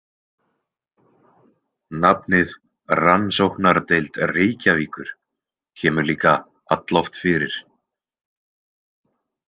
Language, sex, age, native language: Icelandic, male, 20-29, Icelandic